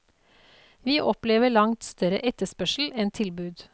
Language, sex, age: Norwegian, female, 48